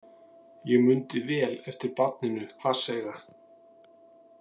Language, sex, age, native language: Icelandic, male, 40-49, Icelandic